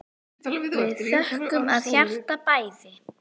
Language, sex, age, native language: Icelandic, female, 9, Icelandic